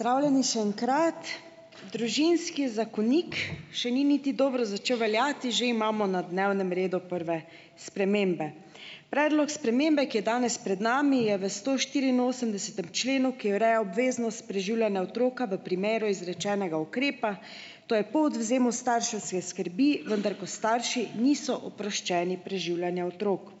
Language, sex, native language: Slovenian, female, Slovenian